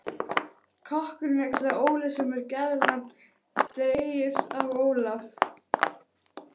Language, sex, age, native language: Icelandic, female, 11, Icelandic